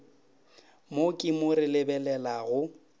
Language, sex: Northern Sotho, male